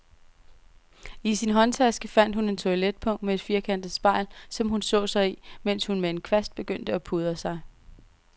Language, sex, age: Danish, female, 23